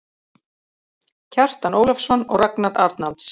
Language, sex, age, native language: Icelandic, female, 30-39, Icelandic